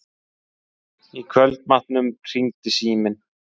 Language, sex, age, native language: Icelandic, male, 20-29, Icelandic